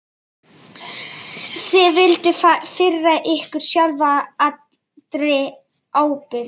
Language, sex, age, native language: Icelandic, male, 11, Icelandic